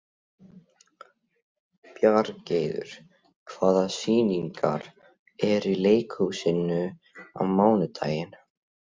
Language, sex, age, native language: Icelandic, male, 16, Icelandic